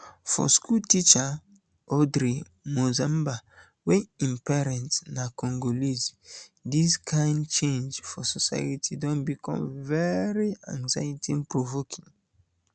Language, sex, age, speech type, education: Nigerian Pidgin, male, 15-29, spontaneous, tertiary